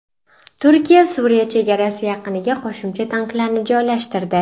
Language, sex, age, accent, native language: Uzbek, female, 12-17, Sirdaryo, Uzbek